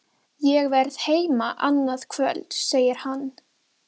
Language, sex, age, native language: Icelandic, female, 12, Icelandic